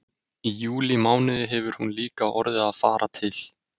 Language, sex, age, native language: Icelandic, male, 20-29, Icelandic